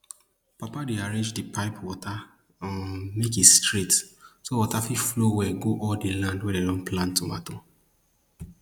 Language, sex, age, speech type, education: Nigerian Pidgin, male, 15-29, spontaneous, tertiary